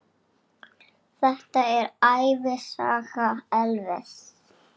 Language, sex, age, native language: Icelandic, female, 7, Icelandic